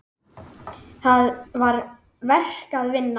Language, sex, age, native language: Icelandic, male, 10, Icelandic